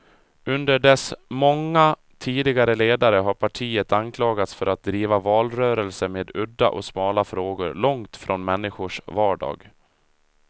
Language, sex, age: Swedish, male, 37